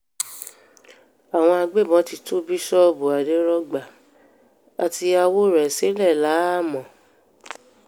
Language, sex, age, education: Yoruba, female, 15-29, tertiary